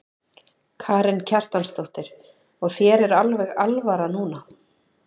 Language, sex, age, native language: Icelandic, female, 30-39, Icelandic